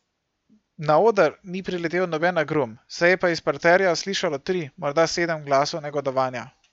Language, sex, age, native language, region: Slovenian, male, 18-29, Slovenian, Gorenjska region